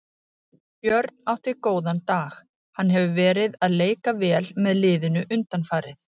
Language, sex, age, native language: Icelandic, female, 40-49, Icelandic